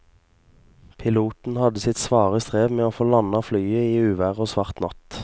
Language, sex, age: Norwegian, male, 22